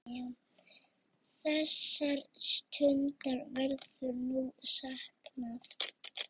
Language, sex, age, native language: Icelandic, female, 6, Icelandic